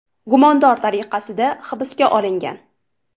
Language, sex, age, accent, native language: Uzbek, female, 18-24, Farg'ona, Uzbek